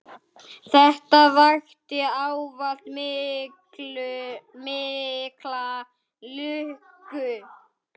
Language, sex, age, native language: Icelandic, male, 8, Icelandic